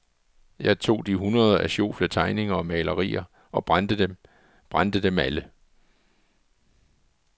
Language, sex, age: Danish, male, 44